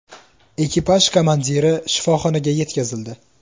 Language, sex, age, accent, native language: Uzbek, male, 18-24, Toshkent shahri, Uzbek